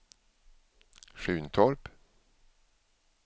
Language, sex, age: Swedish, male, 47